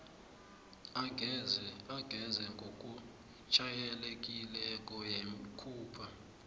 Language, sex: South Ndebele, male